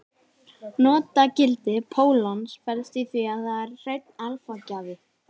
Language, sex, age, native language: Icelandic, female, 18-19, Icelandic